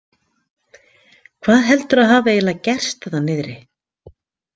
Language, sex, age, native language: Icelandic, female, 50-59, Icelandic